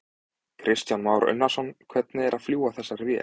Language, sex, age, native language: Icelandic, male, 20-29, Icelandic